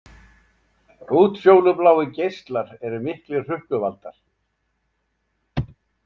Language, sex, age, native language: Icelandic, male, 70-79, Icelandic